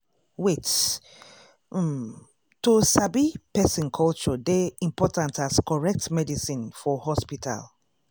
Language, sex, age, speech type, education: Nigerian Pidgin, female, 30-45, spontaneous, tertiary